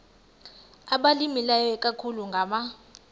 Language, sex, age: Xhosa, male, 19